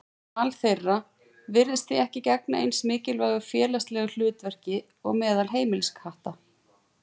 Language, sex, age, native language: Icelandic, female, 40-49, Icelandic